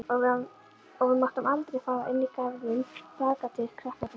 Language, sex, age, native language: Icelandic, female, 11, Icelandic